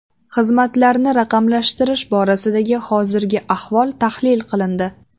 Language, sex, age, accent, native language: Uzbek, female, 18-24, Sirdaryo, Uzbek